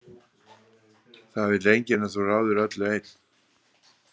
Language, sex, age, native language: Icelandic, male, 60-69, Icelandic